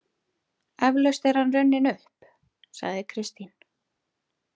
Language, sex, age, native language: Icelandic, female, 30-39, Icelandic